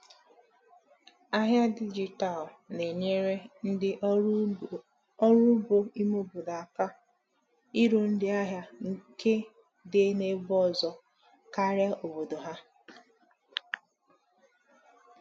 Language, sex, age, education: Igbo, female, 15-29, tertiary